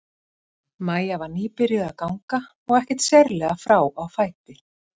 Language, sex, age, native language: Icelandic, female, 50-59, Icelandic